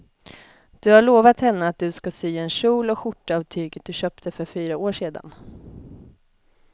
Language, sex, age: Swedish, female, 20